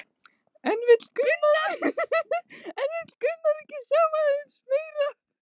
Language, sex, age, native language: Icelandic, female, 15, Icelandic